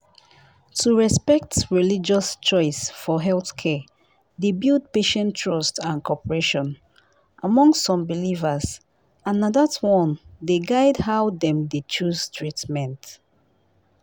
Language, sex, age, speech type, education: Nigerian Pidgin, female, 15-29, spontaneous, tertiary